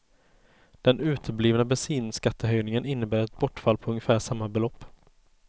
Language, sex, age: Swedish, male, 30